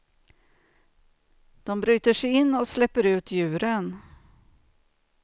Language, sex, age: Swedish, female, 49